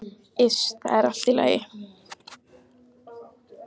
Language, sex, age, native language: Icelandic, male, 14, Icelandic